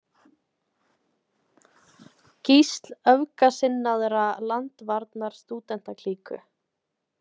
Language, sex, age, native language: Icelandic, female, 20-29, Icelandic